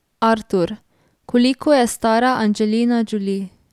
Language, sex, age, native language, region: Slovenian, female, 18-29, Slovenian, Drava region